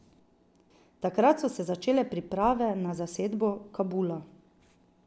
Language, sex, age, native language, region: Slovenian, female, 30-49, Slovenian, Drava region